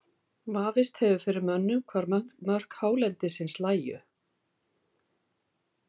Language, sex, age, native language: Icelandic, female, 50-59, Icelandic